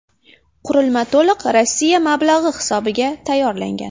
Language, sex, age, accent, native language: Uzbek, female, 12-17, Farg'ona, Uzbek